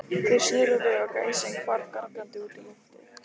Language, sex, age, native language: Icelandic, female, 15, Lithuanian